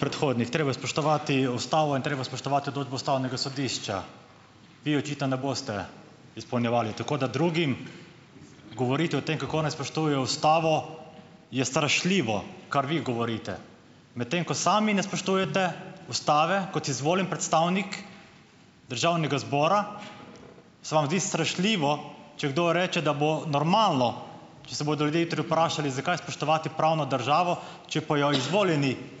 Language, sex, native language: Slovenian, male, Slovenian